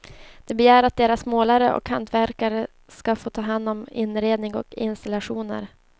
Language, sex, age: Swedish, female, 24